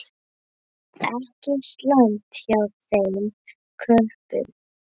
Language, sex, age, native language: Icelandic, male, 9, Icelandic